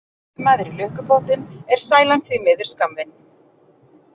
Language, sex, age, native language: Icelandic, female, 40-49, Icelandic